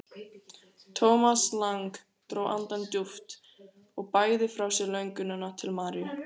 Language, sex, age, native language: Icelandic, female, 18-19, Icelandic